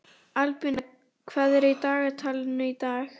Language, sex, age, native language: Icelandic, female, 11, Icelandic